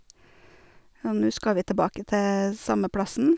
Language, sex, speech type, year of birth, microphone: Norwegian, female, spontaneous, 1970, Sennheiser